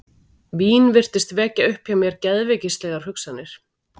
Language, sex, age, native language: Icelandic, female, 40-49, Icelandic